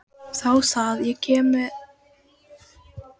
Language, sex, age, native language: Icelandic, female, 12, Icelandic